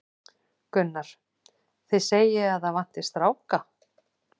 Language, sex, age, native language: Icelandic, female, 40-49, Icelandic